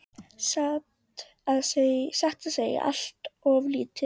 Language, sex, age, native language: Icelandic, female, 12, Icelandic